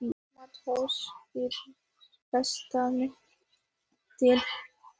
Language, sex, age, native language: Icelandic, female, 18-19, Icelandic